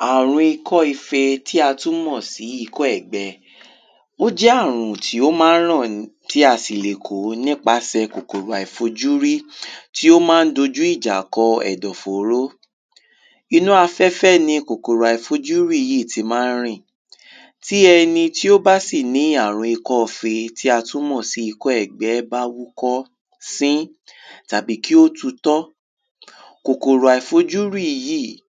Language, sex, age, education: Yoruba, male, 15-29, tertiary